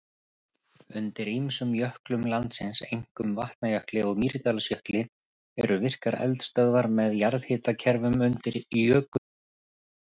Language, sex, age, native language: Icelandic, male, 30-39, Icelandic